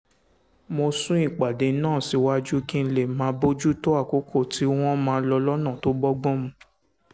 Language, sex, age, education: Yoruba, male, 15-29, secondary